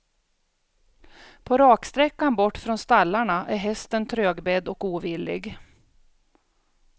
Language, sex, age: Swedish, female, 42